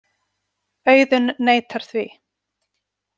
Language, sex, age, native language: Icelandic, female, 40-49, Icelandic